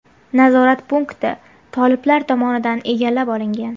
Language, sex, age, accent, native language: Uzbek, female, 18-24, Farg'ona, Uzbek